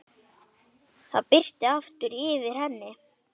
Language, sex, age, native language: Icelandic, male, 9, Icelandic